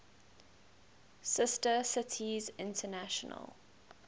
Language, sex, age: English, female, 19